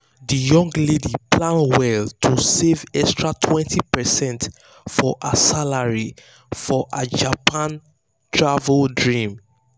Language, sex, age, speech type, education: Nigerian Pidgin, male, 15-29, spontaneous, tertiary